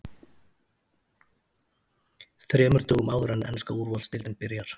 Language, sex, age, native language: Icelandic, male, 40-49, Icelandic